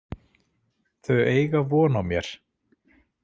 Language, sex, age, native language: Icelandic, male, 40-49, Icelandic